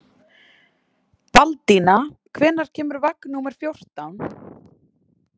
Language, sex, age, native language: Icelandic, female, 20-29, Icelandic